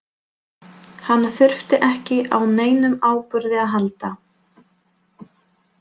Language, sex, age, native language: Icelandic, female, 20-29, Polish